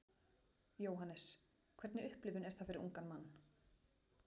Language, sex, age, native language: Icelandic, female, 40-49, Icelandic